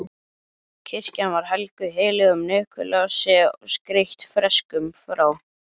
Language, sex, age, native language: Icelandic, male, 11, Icelandic